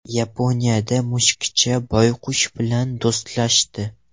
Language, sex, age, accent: Uzbek, male, 12-17, Toshkent viloyati